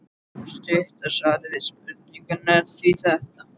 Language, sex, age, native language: Icelandic, male, 18-19, Icelandic